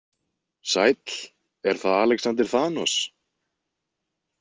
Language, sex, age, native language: Icelandic, male, 20-29, Icelandic